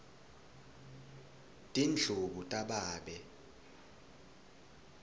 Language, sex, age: Swati, male, 21